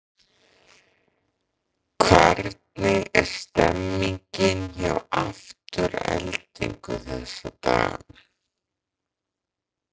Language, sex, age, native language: Icelandic, male, 14, Icelandic